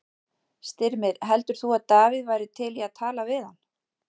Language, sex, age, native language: Icelandic, female, 40-49, Icelandic